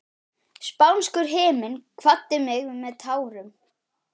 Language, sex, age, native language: Icelandic, male, 12, Icelandic